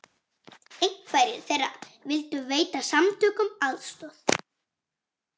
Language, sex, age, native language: Icelandic, female, 40-49, Icelandic